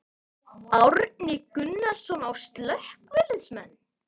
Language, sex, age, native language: Icelandic, female, 11, Icelandic